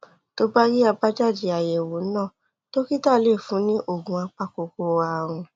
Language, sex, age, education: Yoruba, female, 15-29, tertiary